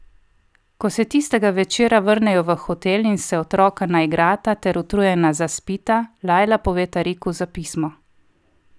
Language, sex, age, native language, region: Slovenian, female, 30-49, Slovenian, Coastal Karst region